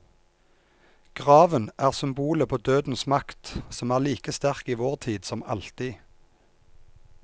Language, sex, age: Norwegian, male, 34